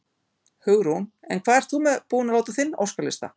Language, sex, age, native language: Icelandic, female, 50-59, Icelandic